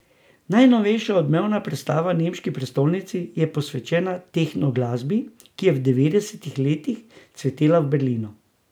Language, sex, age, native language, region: Slovenian, male, 60+, Slovenian, Drava region